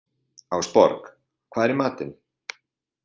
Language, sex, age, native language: Icelandic, male, 40-49, Icelandic